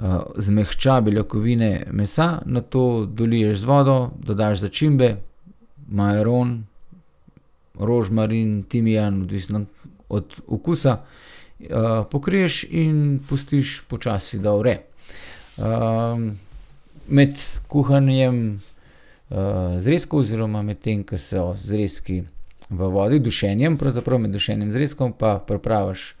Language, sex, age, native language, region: Slovenian, male, 30-49, Slovenian, Gorenjska region